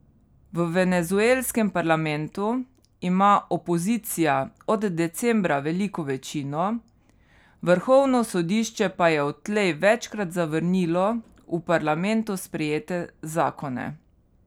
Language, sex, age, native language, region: Slovenian, female, 30-49, Slovenian, Carinthia region